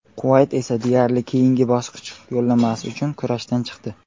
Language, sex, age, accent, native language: Uzbek, male, 18-24, Qashqadaryo, Uzbek